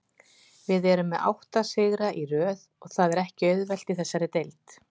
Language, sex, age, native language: Icelandic, female, 40-49, Icelandic